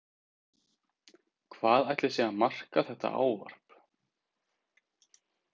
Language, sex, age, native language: Icelandic, male, 30-39, Icelandic